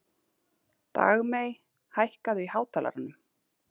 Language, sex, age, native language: Icelandic, female, 30-39, Icelandic